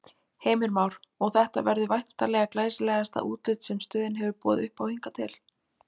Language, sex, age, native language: Icelandic, female, 20-29, Icelandic